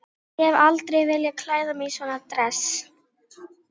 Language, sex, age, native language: Icelandic, female, 12, Icelandic